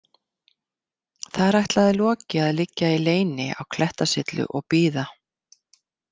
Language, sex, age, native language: Icelandic, female, 50-59, Icelandic